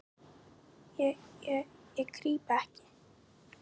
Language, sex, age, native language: Icelandic, female, 10, Icelandic